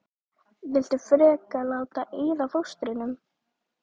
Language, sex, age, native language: Icelandic, female, 12, Icelandic